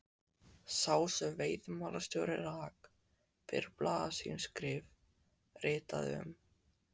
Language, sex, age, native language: Icelandic, male, 14, Icelandic